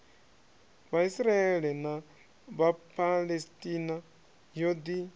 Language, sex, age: Venda, male, 26